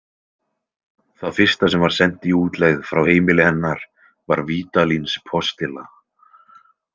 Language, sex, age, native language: Icelandic, male, 20-29, Icelandic